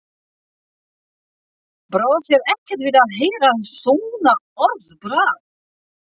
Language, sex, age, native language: Icelandic, female, 60-69, French